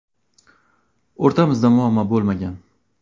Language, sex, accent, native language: Uzbek, male, Surxondaryo, Uzbek